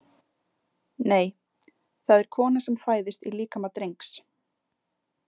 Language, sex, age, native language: Icelandic, female, 20-29, Icelandic